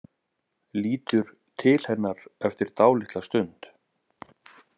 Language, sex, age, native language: Icelandic, male, 30-39, Icelandic